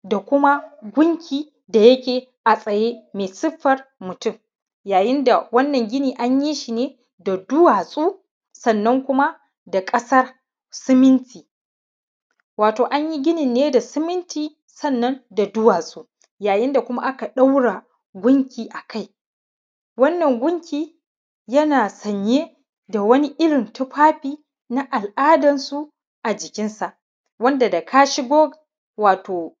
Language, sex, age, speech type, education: Hausa, male, 30-45, spontaneous, primary